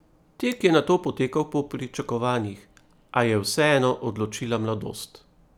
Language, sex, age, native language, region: Slovenian, male, 30-49, Slovenian, Primorsko-notranjska region